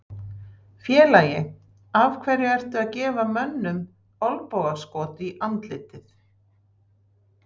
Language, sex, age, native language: Icelandic, female, 60-69, Icelandic